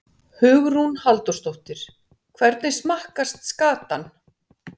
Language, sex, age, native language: Icelandic, female, 60-69, Icelandic